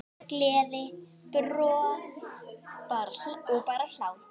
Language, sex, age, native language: Icelandic, female, 9, Icelandic